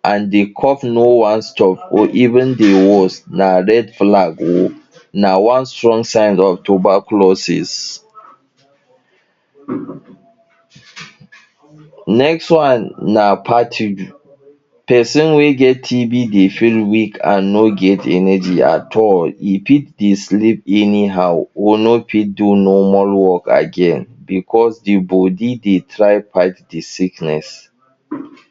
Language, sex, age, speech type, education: Nigerian Pidgin, male, 30-45, spontaneous, tertiary